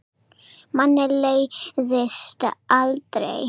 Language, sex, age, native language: Icelandic, female, 9, Serbo-Croatian